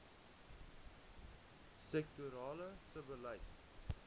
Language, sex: Afrikaans, male